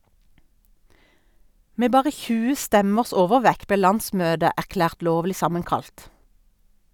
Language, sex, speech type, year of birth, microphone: Norwegian, female, read, 1972, Sennheiser